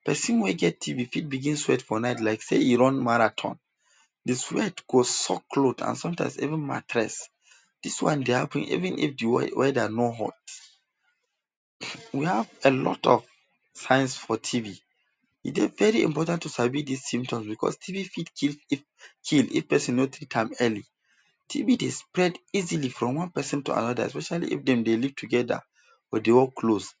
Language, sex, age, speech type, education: Nigerian Pidgin, male, 15-29, spontaneous, tertiary